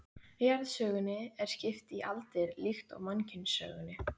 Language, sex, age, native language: Icelandic, female, 15, Icelandic